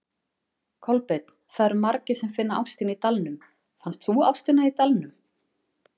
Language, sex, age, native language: Icelandic, female, 40-49, Icelandic